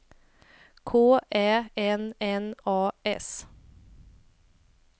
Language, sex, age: Swedish, female, 28